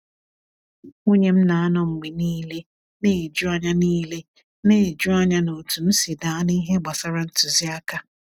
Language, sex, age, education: Igbo, female, 30-45, tertiary